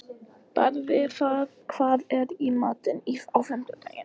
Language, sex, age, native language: Icelandic, female, 14, Icelandic